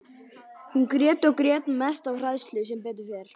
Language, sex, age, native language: Icelandic, male, 12, Icelandic